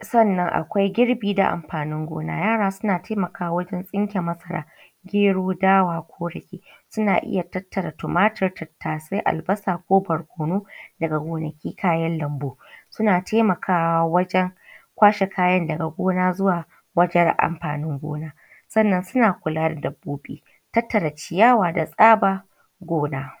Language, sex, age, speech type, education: Hausa, female, 15-29, spontaneous, tertiary